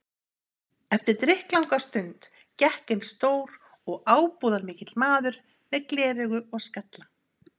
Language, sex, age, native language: Icelandic, female, 50-59, Icelandic